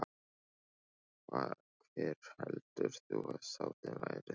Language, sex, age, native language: Icelandic, male, 15, Icelandic